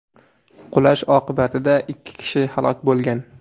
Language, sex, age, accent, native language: Uzbek, male, 18-24, Surxondaryo, Uzbek